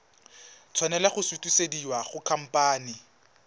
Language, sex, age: Tswana, male, 20